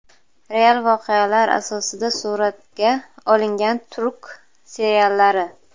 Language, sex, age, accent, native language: Uzbek, female, 19-29, Buxoro, Uzbek